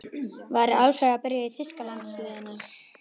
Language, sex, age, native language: Icelandic, female, 12, Icelandic